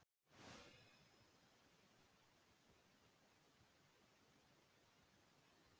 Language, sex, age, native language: Icelandic, female, 40-49, Icelandic